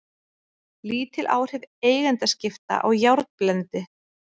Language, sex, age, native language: Icelandic, female, 30-39, Icelandic